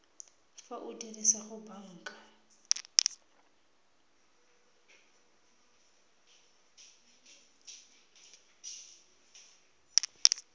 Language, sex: Tswana, female